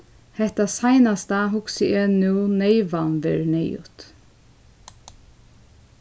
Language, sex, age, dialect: Faroese, female, 15-35, Suðurstreymoy